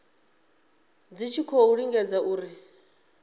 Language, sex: Venda, female